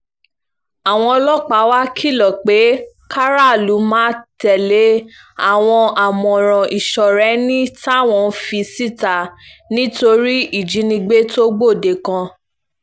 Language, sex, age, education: Yoruba, female, 15-29, tertiary